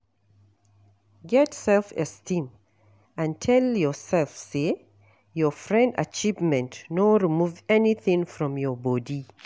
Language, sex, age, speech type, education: Nigerian Pidgin, female, 60+, read, tertiary